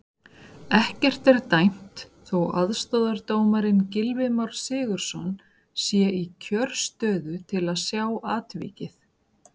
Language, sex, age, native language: Icelandic, female, 40-49, Icelandic